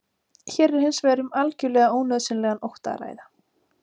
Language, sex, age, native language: Icelandic, female, 30-39, Icelandic